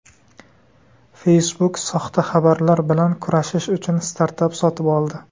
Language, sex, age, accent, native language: Uzbek, male, 19-29, Surxondaryo, Uzbek